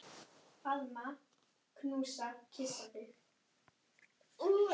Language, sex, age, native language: Icelandic, female, 10, Icelandic